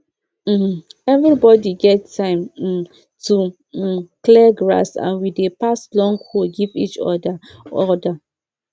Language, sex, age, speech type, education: Nigerian Pidgin, female, 15-29, spontaneous, tertiary